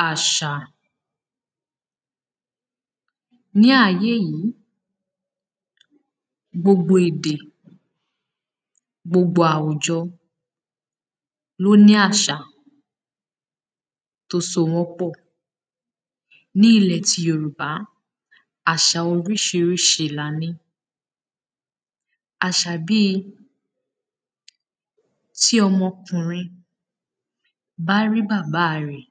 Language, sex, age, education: Yoruba, female, 15-29, secondary